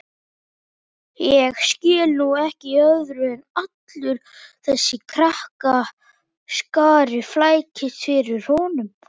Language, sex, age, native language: Icelandic, male, 18-19, Icelandic